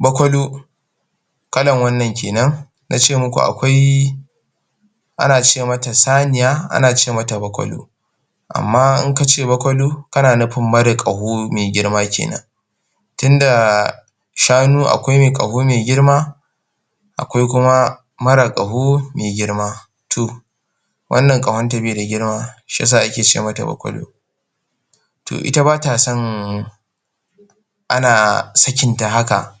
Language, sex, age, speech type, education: Hausa, male, 15-29, spontaneous, tertiary